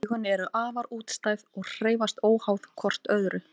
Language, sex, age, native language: Icelandic, female, 18-19, Icelandic